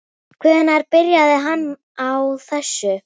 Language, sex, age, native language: Icelandic, female, 9, Icelandic